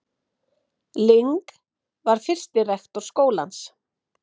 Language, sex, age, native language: Icelandic, female, 50-59, Icelandic